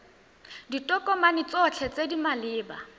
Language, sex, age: Tswana, female, 18